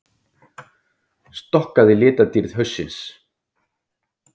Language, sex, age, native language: Icelandic, male, 50-59, Icelandic